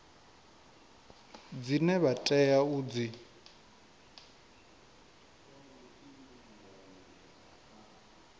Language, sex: Venda, male